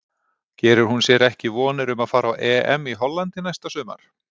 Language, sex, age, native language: Icelandic, male, 40-49, Icelandic